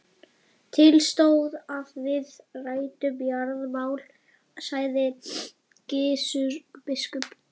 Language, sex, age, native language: Icelandic, female, 11, Icelandic